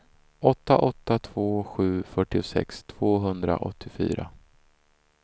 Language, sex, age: Swedish, male, 34